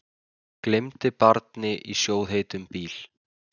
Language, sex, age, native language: Icelandic, male, 20-29, Icelandic